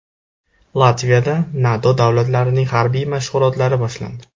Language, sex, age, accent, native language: Uzbek, male, 18-24, Jizzax, Uzbek